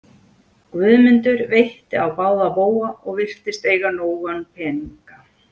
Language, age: Icelandic, 40-49